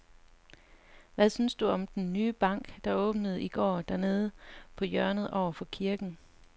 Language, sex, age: Danish, female, 35